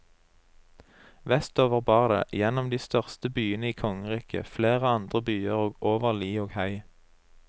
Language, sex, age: Norwegian, male, 23